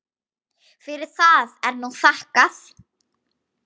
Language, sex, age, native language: Icelandic, female, 8, Icelandic